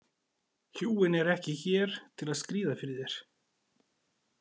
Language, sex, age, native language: Icelandic, male, 40-49, Icelandic